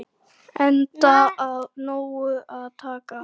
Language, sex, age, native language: Icelandic, male, 9, Icelandic